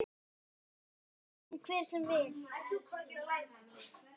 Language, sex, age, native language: Icelandic, male, 10, Icelandic